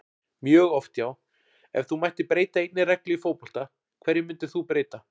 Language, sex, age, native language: Icelandic, male, 40-49, Icelandic